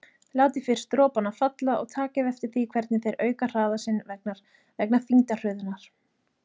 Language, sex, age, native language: Icelandic, female, 30-39, Icelandic